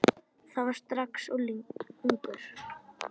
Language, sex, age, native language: Icelandic, male, 10, Icelandic